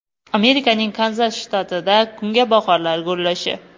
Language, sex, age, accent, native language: Uzbek, female, 18-24, Qoraqalpog'iston, Uzbek